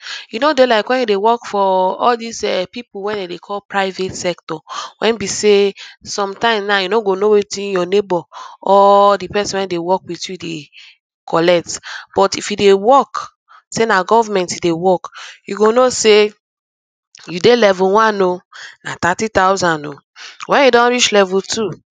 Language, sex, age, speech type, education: Nigerian Pidgin, female, 15-29, spontaneous, tertiary